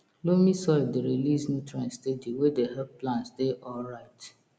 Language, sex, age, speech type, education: Nigerian Pidgin, female, 30-45, spontaneous, tertiary